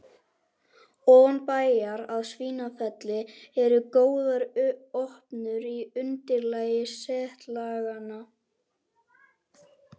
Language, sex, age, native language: Icelandic, male, 11, Icelandic